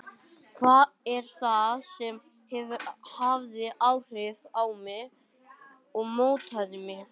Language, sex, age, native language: Icelandic, male, 18-19, Icelandic